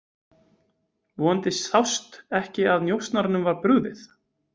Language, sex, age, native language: Icelandic, male, 20-29, Icelandic